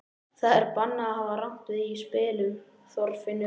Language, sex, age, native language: Icelandic, male, 11, Icelandic